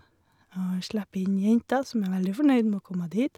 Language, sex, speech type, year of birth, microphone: Norwegian, female, spontaneous, 1981, Shure